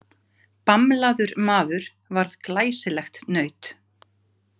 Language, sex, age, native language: Icelandic, female, 50-59, Icelandic